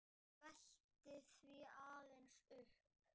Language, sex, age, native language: Icelandic, male, 8, Icelandic